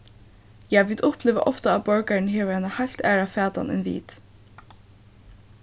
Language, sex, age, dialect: Faroese, female, 15-35, Suðurstreymoy